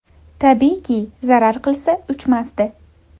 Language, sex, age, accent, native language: Uzbek, female, 18-24, Andijon, Uzbek